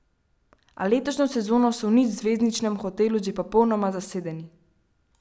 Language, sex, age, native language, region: Slovenian, female, 12-17, Slovenian, Central Slovenia